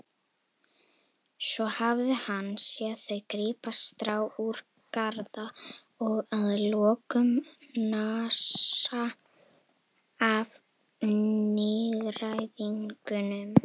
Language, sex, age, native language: Icelandic, female, 18-19, Icelandic